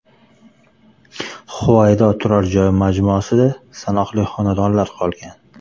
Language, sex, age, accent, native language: Uzbek, male, 35+, Toshkent shahri, Uzbek